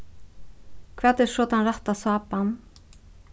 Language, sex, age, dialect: Faroese, female, 36-60, Suðurstreymoy